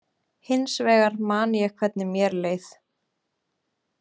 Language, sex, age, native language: Icelandic, female, 20-29, Icelandic